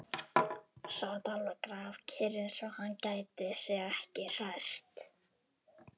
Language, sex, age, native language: Icelandic, male, 12, Icelandic